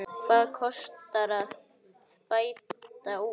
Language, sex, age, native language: Icelandic, male, 8, Icelandic